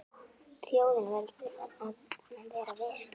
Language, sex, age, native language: Icelandic, female, 9, Icelandic